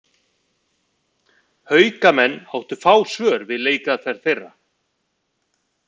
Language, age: Icelandic, 50-59